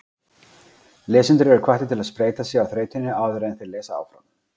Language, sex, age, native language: Icelandic, male, 40-49, Icelandic